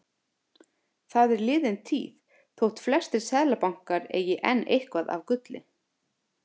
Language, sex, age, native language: Icelandic, female, 30-39, Icelandic